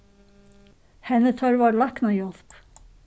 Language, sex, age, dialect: Faroese, female, 61+, Suðurstreymoy